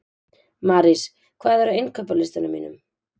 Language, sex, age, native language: Icelandic, female, 20-29, Icelandic